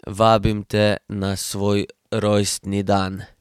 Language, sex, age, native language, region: Slovenian, male, 18-29, Slovenian, Drava region